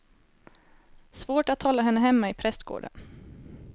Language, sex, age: Swedish, female, 18